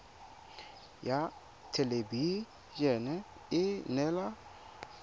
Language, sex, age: Tswana, male, 22